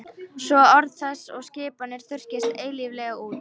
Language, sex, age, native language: Icelandic, female, 13, Icelandic